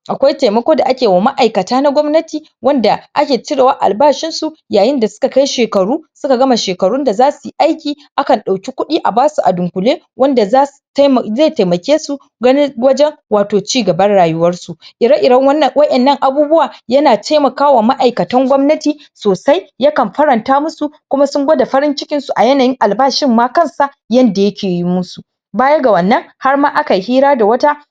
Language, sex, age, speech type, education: Hausa, male, 15-29, spontaneous, secondary